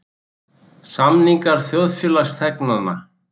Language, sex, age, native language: Icelandic, male, 60-69, Icelandic